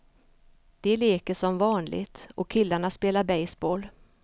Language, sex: Swedish, female